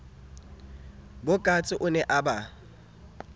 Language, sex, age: Southern Sotho, male, 27